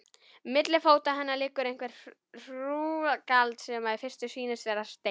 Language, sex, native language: Icelandic, female, Icelandic